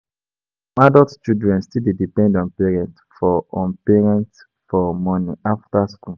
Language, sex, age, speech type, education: Nigerian Pidgin, male, 15-29, spontaneous, tertiary